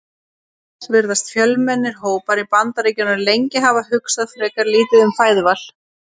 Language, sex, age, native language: Icelandic, female, 30-39, Icelandic